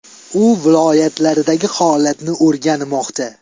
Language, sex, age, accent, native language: Uzbek, male, 18-24, Sirdaryo, Uzbek